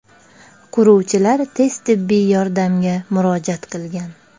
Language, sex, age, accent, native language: Uzbek, female, 35+, Andijon, Uzbek